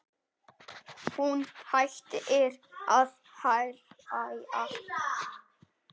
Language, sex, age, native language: Icelandic, female, 6, Icelandic